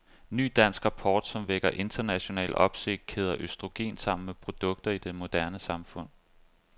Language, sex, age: Danish, male, 25